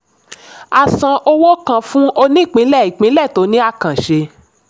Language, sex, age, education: Yoruba, female, 30-45, tertiary